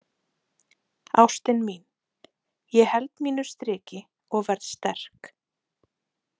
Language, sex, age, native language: Icelandic, female, 20-29, Icelandic